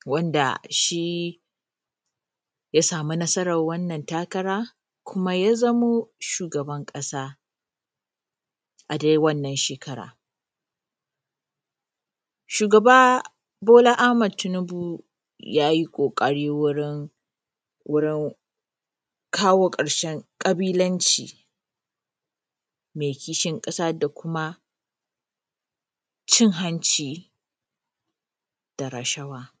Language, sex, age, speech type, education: Hausa, female, 15-29, spontaneous, primary